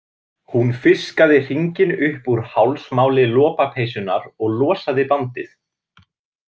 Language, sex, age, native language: Icelandic, male, 20-29, Icelandic